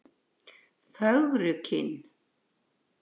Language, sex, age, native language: Icelandic, female, 60-69, Icelandic